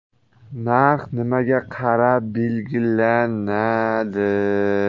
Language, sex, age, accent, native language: Uzbek, male, under 19, Qashqadaryo, Uzbek